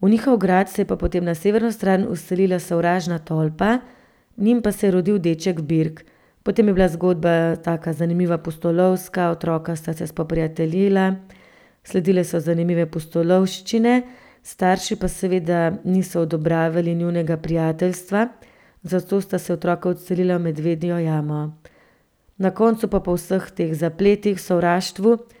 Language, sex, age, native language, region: Slovenian, female, 30-49, Slovenian, Central Slovenia